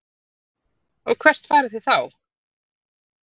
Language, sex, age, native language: Icelandic, female, 30-39, Icelandic